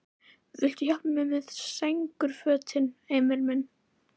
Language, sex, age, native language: Icelandic, female, 11, Icelandic